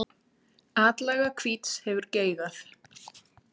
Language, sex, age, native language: Icelandic, male, 8, Icelandic